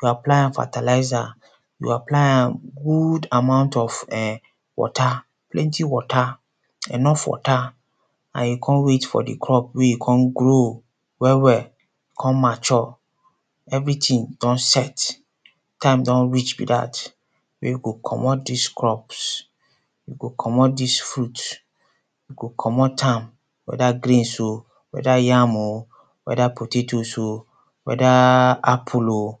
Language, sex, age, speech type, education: Nigerian Pidgin, male, 30-45, spontaneous, secondary